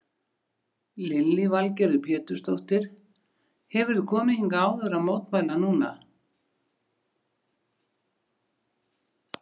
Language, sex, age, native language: Icelandic, female, 60-69, Icelandic